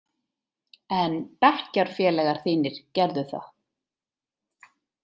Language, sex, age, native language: Icelandic, female, 30-39, Icelandic